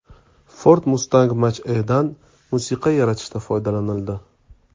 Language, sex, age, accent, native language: Uzbek, male, 25-34, Toshkent viloyati, Uzbek